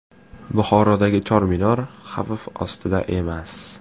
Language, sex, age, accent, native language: Uzbek, male, 18-24, Farg'ona, Uzbek